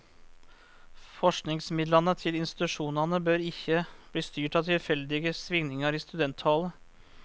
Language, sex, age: Norwegian, male, 34